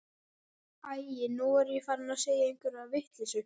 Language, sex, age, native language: Icelandic, male, 11, Icelandic